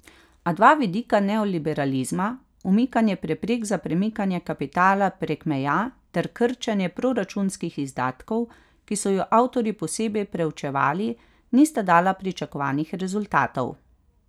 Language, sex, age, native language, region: Slovenian, female, 30-49, Slovenian, Carinthia region